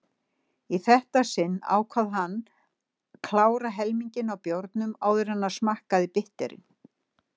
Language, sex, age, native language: Icelandic, female, 60-69, Icelandic